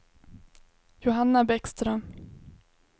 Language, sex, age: Swedish, female, 21